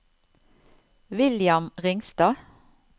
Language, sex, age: Norwegian, female, 54